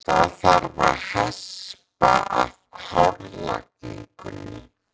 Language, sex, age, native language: Icelandic, male, 14, Icelandic